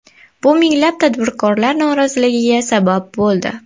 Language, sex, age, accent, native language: Uzbek, female, 19-29, Toshkent viloyati, Uzbek